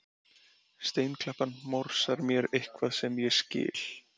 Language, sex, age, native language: Icelandic, male, 30-39, Icelandic